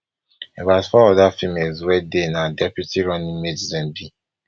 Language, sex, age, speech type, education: Nigerian Pidgin, male, 15-29, spontaneous, tertiary